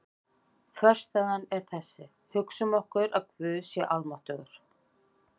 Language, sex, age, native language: Icelandic, female, 50-59, Icelandic